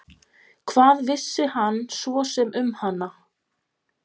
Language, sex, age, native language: Icelandic, female, 20-29, Polish